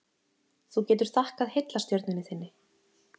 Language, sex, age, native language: Icelandic, female, 30-39, Icelandic